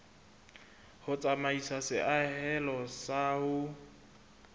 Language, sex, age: Southern Sotho, male, 26